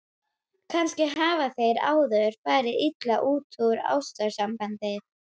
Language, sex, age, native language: Icelandic, female, 12, Icelandic